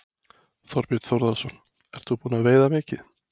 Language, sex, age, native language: Icelandic, male, 20-29, Icelandic